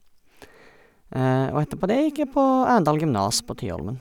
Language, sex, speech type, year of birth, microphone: Norwegian, male, spontaneous, 1989, Sennheiser